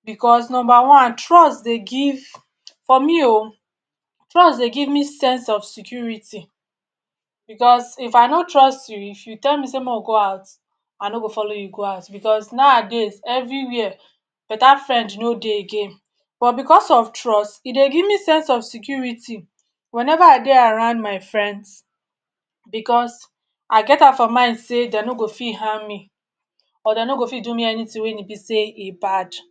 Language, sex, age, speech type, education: Nigerian Pidgin, male, 60+, spontaneous, tertiary